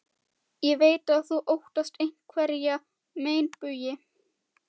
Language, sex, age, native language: Icelandic, female, 12, Icelandic